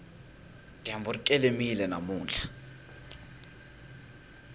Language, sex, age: Tsonga, male, 19